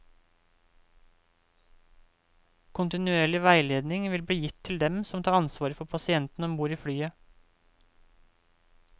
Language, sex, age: Norwegian, male, 28